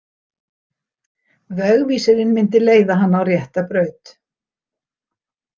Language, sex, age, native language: Icelandic, female, 60-69, Icelandic